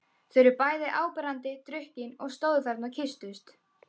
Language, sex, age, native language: Icelandic, female, 12, Icelandic